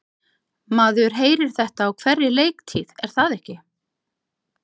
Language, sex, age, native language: Icelandic, other, 50-59, Icelandic